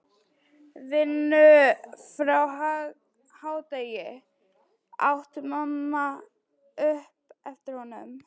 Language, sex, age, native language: Icelandic, female, 12, Icelandic